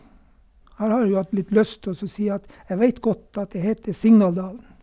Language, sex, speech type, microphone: Norwegian, male, spontaneous, Sennheiser